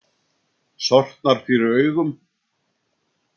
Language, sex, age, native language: Icelandic, male, 60-69, Icelandic